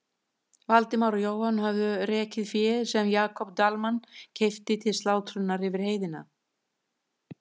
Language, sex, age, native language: Icelandic, female, 50-59, Icelandic